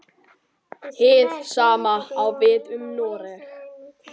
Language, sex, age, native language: Icelandic, male, 21, Icelandic